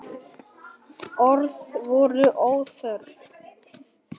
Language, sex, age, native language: Icelandic, male, 9, Icelandic